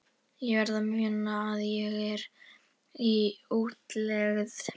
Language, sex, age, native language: Icelandic, female, 11, Icelandic